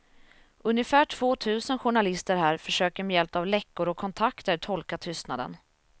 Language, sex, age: Swedish, female, 27